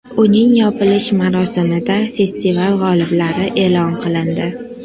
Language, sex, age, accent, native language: Uzbek, female, under 19, Qashqadaryo, Uzbek